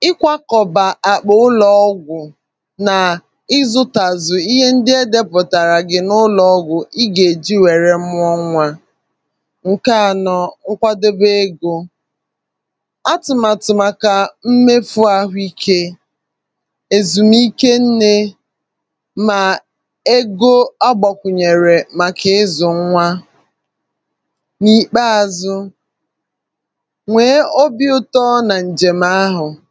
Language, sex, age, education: Igbo, female, 30-45, tertiary